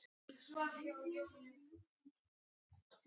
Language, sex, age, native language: Icelandic, female, 60-69, Icelandic